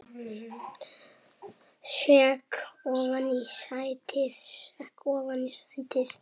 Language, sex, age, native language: Icelandic, male, 7, Icelandic